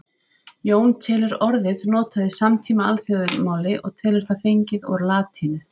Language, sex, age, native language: Icelandic, female, 30-39, Icelandic